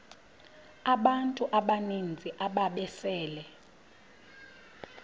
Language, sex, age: Xhosa, female, 26